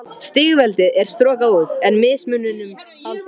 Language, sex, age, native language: Icelandic, male, 13, Icelandic